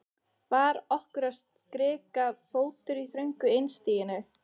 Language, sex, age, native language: Icelandic, female, 13, Icelandic